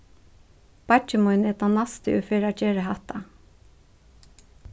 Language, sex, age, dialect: Faroese, female, 36-60, Suðurstreymoy